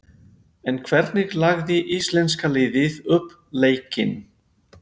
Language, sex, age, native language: Icelandic, male, 50-59, Spanish